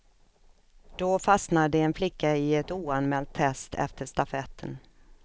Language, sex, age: Swedish, female, 56